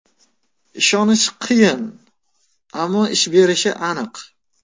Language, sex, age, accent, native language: Uzbek, male, 18-24, Farg'ona, Uzbek